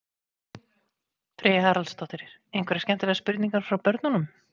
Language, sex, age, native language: Icelandic, female, 40-49, Icelandic